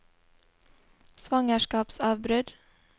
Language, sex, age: Norwegian, female, 20